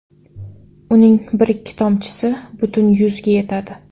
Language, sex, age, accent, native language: Uzbek, female, 18-24, Toshkent viloyati, Uzbek